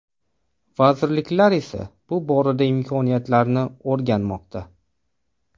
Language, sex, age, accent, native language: Uzbek, male, 25-34, Toshkent viloyati, Uzbek